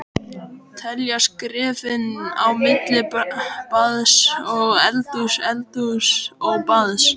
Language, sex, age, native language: Icelandic, male, 12, Icelandic